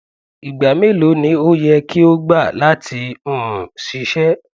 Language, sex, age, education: Yoruba, male, 15-29, tertiary